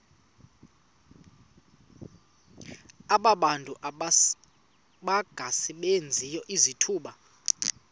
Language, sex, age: Xhosa, male, 35